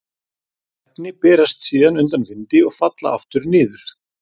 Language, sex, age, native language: Icelandic, male, 40-49, Icelandic